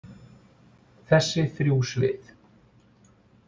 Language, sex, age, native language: Icelandic, male, 40-49, Icelandic